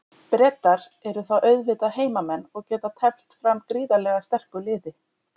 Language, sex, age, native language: Icelandic, female, 30-39, Icelandic